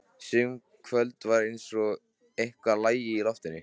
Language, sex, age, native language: Icelandic, male, 13, Icelandic